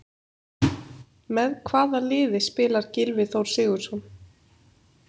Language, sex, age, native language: Icelandic, female, 30-39, Icelandic